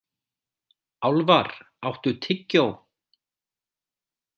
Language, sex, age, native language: Icelandic, male, 40-49, Icelandic